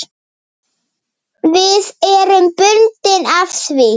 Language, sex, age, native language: Icelandic, male, 8, Icelandic